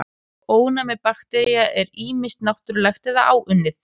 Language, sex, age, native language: Icelandic, female, 30-39, Icelandic